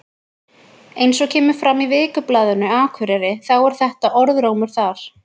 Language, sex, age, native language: Icelandic, female, 20-29, Icelandic